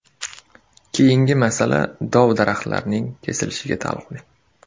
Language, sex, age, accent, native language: Uzbek, male, 18-24, Surxondaryo, Uzbek